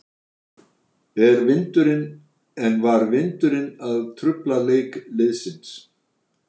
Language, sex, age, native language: Icelandic, male, 60-69, Icelandic